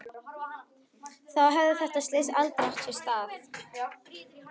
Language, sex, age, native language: Icelandic, female, 12, Icelandic